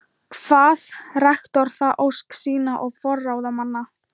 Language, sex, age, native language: Icelandic, female, 13, Thai